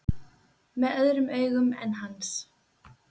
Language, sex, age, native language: Icelandic, female, 20-29, Icelandic